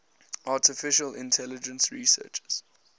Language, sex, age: English, male, 19